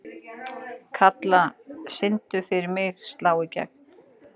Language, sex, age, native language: Icelandic, female, 40-49, Icelandic